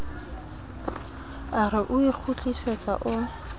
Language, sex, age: Southern Sotho, female, 22